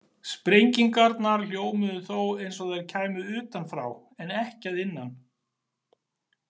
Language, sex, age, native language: Icelandic, male, 40-49, Icelandic